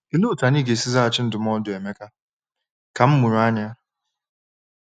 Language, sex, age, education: Igbo, male, 15-29, tertiary